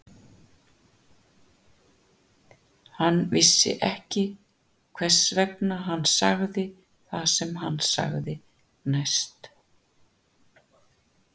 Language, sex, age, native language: Icelandic, female, 60-69, Icelandic